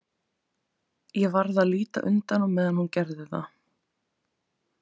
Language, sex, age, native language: Icelandic, female, 20-29, Icelandic